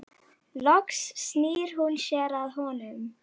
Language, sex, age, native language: Icelandic, female, 12, Icelandic